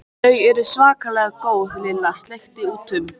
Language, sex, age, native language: Icelandic, female, 13, Icelandic